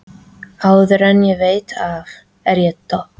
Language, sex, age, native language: Icelandic, female, 13, Icelandic